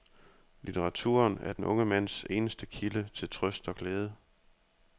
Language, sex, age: Danish, male, 30